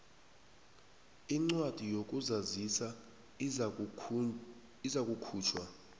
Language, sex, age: South Ndebele, male, 19